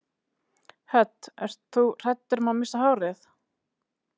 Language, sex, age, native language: Icelandic, female, 30-39, Icelandic